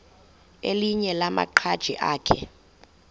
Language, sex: Xhosa, female